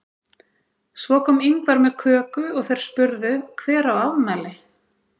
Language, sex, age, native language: Icelandic, female, 30-39, Icelandic